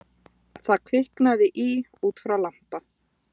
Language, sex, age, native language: Icelandic, female, 20-29, Icelandic